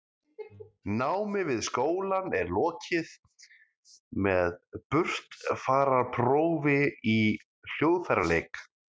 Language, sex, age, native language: Icelandic, male, 30-39, Icelandic